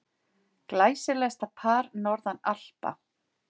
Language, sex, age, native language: Icelandic, female, 40-49, Icelandic